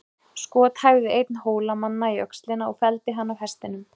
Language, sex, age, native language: Icelandic, female, 30-39, Icelandic